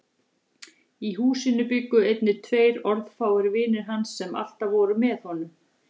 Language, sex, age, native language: Icelandic, female, 40-49, Icelandic